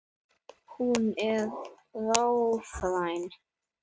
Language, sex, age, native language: Icelandic, male, 9, Icelandic